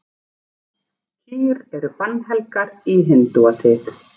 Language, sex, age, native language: Icelandic, female, 40-49, Icelandic